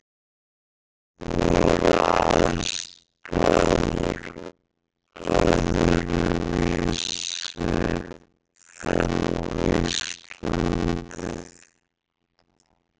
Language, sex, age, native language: Icelandic, male, 60-69, Icelandic